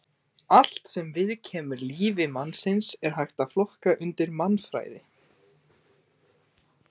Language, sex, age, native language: Icelandic, male, 18-19, Icelandic